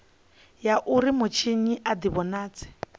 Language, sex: Venda, female